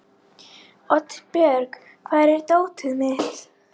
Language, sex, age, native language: Icelandic, female, 11, Icelandic